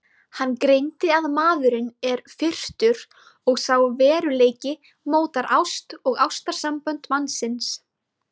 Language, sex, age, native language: Icelandic, female, 20-29, Icelandic